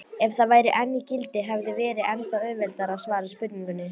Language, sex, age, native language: Icelandic, female, 18-19, Icelandic